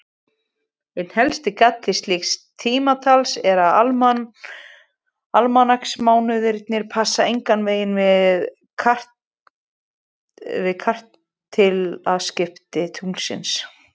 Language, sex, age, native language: Icelandic, female, 20-29, Icelandic